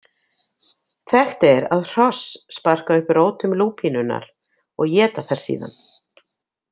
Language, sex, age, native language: Icelandic, female, 50-59, Icelandic